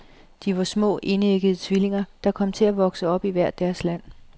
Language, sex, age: Danish, female, 37